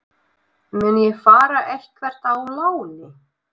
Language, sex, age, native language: Icelandic, female, 20-29, Russian